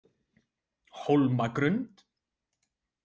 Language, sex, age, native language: Icelandic, male, 20-29, Icelandic